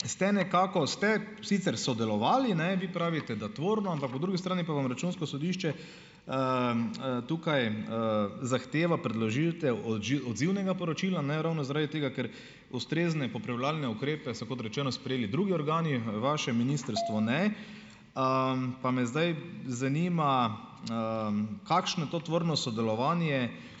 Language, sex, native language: Slovenian, male, Slovenian